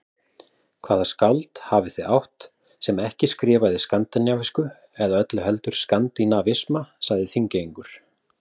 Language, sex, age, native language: Icelandic, male, 40-49, Icelandic